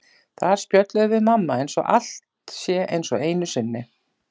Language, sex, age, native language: Icelandic, female, 40-49, Icelandic